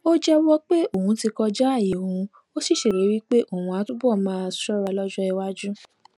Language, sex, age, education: Yoruba, female, 15-29, tertiary